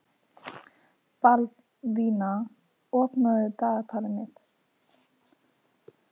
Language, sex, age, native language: Icelandic, female, 18-19, Icelandic